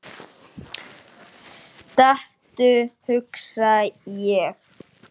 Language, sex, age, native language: Icelandic, male, 9, Icelandic